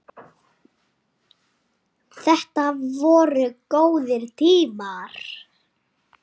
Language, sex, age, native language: Icelandic, male, 6, Icelandic